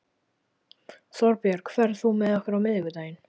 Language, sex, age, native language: Icelandic, male, 11, Icelandic